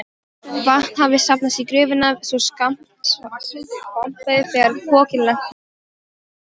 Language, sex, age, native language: Icelandic, female, 13, Polish